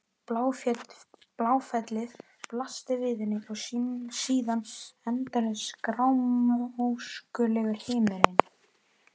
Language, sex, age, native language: Icelandic, male, 11, Icelandic